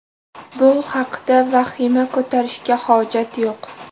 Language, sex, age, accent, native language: Uzbek, female, 18-24, Toshkent viloyati, Uzbek